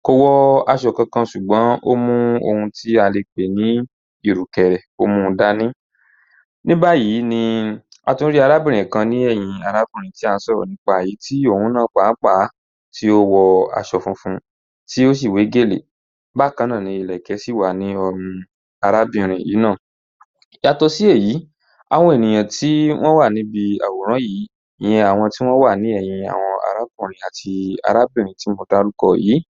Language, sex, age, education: Yoruba, male, 15-29, tertiary